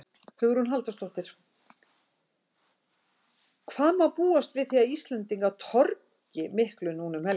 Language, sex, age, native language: Icelandic, female, 60-69, Icelandic